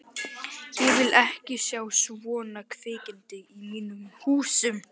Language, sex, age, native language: Icelandic, male, 12, Icelandic